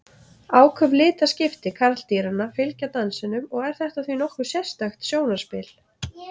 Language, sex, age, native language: Icelandic, female, 30-39, Icelandic